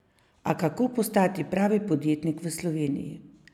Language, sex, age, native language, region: Slovenian, female, 50-59, Slovenian, Savinja region